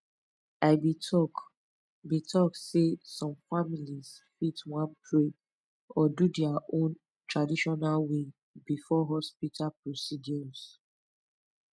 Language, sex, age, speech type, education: Nigerian Pidgin, female, 15-29, spontaneous, tertiary